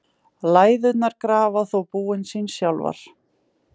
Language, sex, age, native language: Icelandic, female, 20-29, Icelandic